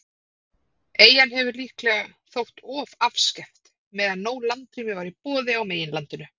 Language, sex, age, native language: Icelandic, female, 30-39, Icelandic